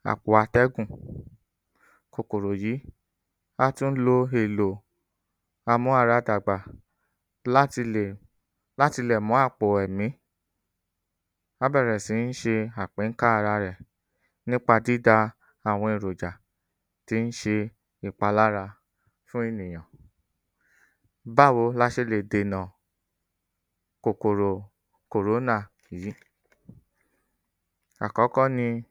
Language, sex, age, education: Yoruba, male, 30-45, tertiary